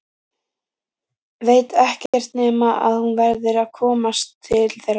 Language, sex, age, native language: Icelandic, female, 15, Icelandic